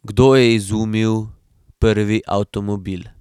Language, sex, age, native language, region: Slovenian, male, 18-29, Slovenian, Drava region